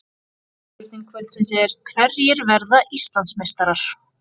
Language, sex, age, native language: Icelandic, female, 40-49, Icelandic